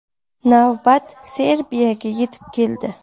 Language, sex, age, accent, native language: Uzbek, female, 19-29, Buxoro, Uzbek